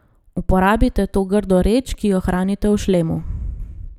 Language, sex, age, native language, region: Slovenian, female, 30-49, Slovenian, Gorenjska region